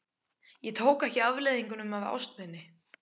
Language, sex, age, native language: Icelandic, male, 14, Icelandic